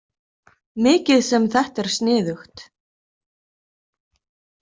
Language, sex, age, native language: Icelandic, female, 30-39, Icelandic